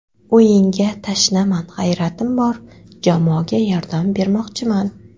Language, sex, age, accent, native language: Uzbek, female, 18-24, Qoraqalpog'iston, Karakalpak